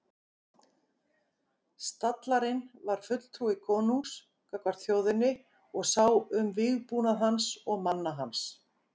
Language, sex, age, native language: Icelandic, female, 50-59, Icelandic